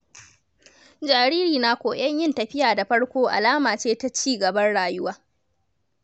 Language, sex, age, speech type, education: Hausa, female, 30-45, read, tertiary